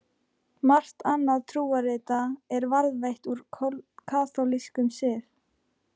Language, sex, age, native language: Icelandic, female, 15, Icelandic